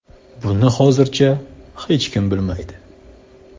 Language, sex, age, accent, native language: Uzbek, male, 18-24, Surxondaryo, Uzbek